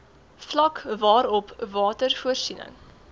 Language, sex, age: Afrikaans, female, 18